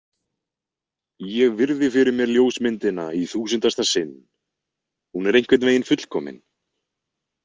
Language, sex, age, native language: Icelandic, male, 20-29, Icelandic